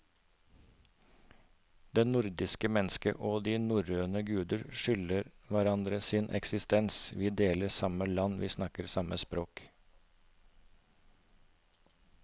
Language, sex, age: Norwegian, male, 36